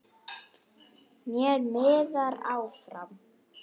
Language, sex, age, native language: Icelandic, male, 9, Icelandic